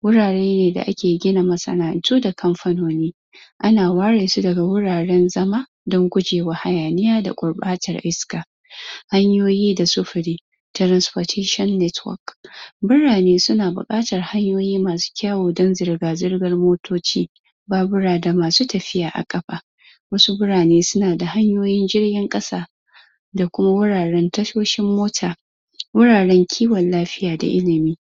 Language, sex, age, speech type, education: Hausa, female, 15-29, spontaneous, tertiary